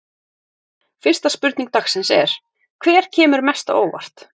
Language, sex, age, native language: Icelandic, female, 30-39, Icelandic